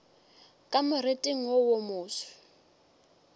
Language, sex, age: Northern Sotho, female, 23